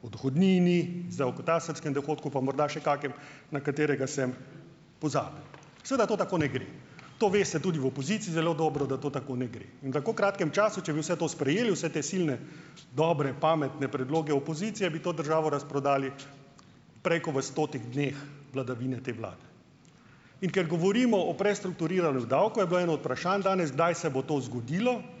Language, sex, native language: Slovenian, male, Slovenian